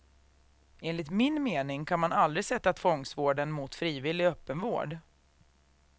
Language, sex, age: Swedish, female, 36